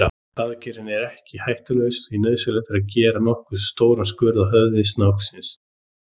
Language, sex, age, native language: Icelandic, male, 30-39, Icelandic